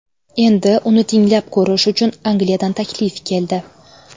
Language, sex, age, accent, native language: Uzbek, female, 19-29, Navoiy, Uzbek